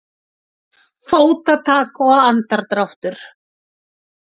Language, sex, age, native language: Icelandic, female, 60-69, Icelandic